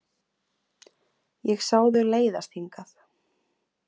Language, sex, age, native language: Icelandic, female, 20-29, Icelandic